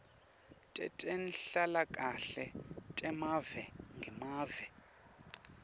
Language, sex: Swati, male